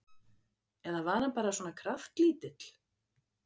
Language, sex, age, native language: Icelandic, female, 50-59, Icelandic